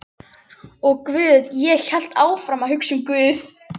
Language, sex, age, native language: Icelandic, female, 11, Icelandic